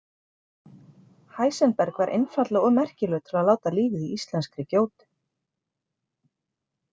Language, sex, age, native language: Icelandic, female, 40-49, Icelandic